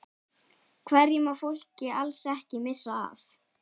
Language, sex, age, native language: Icelandic, female, 12, Icelandic